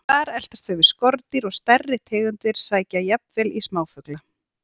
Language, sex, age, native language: Icelandic, female, 40-49, Icelandic